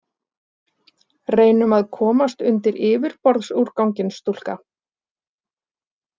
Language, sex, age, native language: Icelandic, female, 40-49, Icelandic